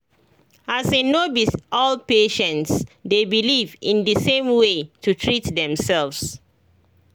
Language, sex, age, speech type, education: Nigerian Pidgin, female, 30-45, spontaneous, tertiary